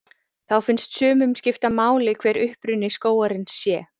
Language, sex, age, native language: Icelandic, female, 40-49, Icelandic